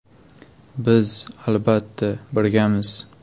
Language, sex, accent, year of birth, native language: Uzbek, male, Buxoro, 2002, Uzbek